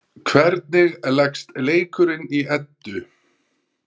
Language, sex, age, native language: Icelandic, male, 30-39, Icelandic